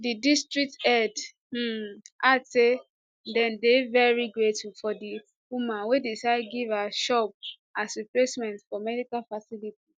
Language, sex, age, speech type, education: Nigerian Pidgin, female, 15-29, spontaneous, tertiary